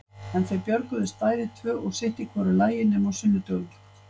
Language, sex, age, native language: Icelandic, female, 50-59, Icelandic